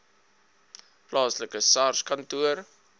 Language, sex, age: Afrikaans, male, 22